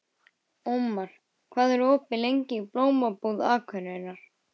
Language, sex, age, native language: Icelandic, male, 12, Icelandic